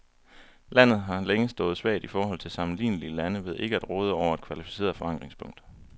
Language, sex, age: Danish, male, 23